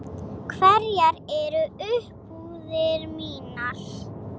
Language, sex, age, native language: Icelandic, female, 7, Icelandic